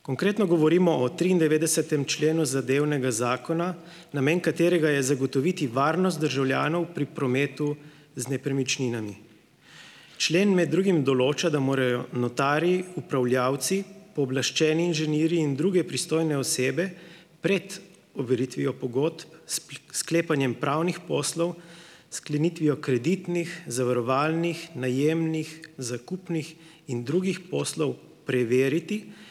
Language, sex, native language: Slovenian, male, Slovenian